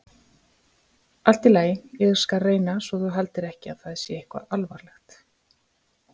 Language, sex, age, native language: Icelandic, female, 50-59, Icelandic